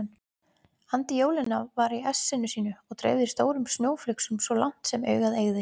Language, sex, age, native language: Icelandic, female, 20-29, Icelandic